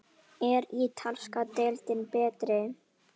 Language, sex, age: Icelandic, female, 10